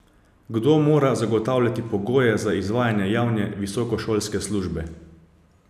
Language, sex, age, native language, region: Slovenian, male, 30-49, Slovenian, Savinja region